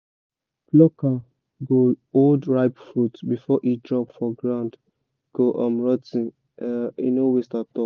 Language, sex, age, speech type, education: Nigerian Pidgin, male, 15-29, spontaneous, tertiary